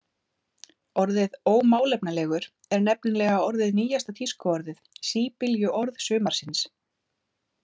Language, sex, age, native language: Icelandic, female, 30-39, Icelandic